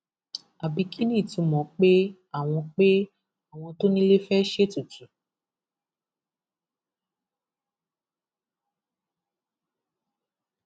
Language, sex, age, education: Yoruba, female, 15-29, tertiary